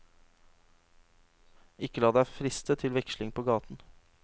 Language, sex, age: Norwegian, male, 26